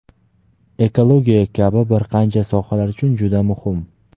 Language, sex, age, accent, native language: Uzbek, male, 19-29, Farg'ona, Uzbek